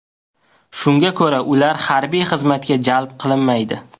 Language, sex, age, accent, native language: Uzbek, male, 18-24, Toshkent viloyati, Uzbek